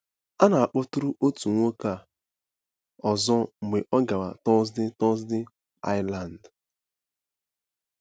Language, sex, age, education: Igbo, male, 15-29, tertiary